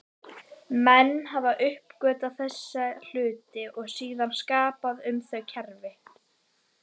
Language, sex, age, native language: Icelandic, male, 30-39, Icelandic